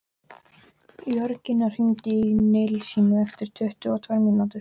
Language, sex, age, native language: Icelandic, male, 12, Icelandic